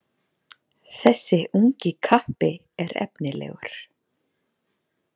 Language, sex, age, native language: Icelandic, female, 30-39, Icelandic